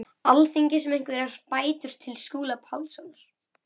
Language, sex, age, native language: Icelandic, female, 11, Icelandic